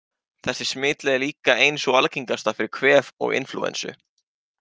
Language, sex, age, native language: Icelandic, male, 18-19, Icelandic